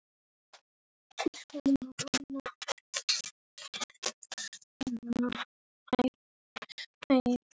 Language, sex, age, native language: Icelandic, male, 7, Icelandic